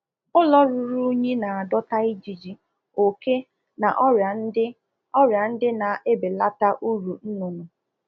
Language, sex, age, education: Igbo, female, 15-29, tertiary